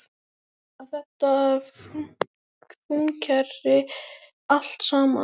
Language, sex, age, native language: Icelandic, female, 10, Icelandic